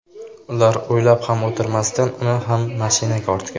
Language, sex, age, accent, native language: Uzbek, male, under 19, Qashqadaryo, Uzbek